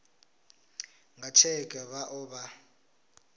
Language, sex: Venda, male